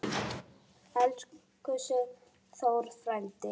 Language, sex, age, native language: Icelandic, female, 8, Icelandic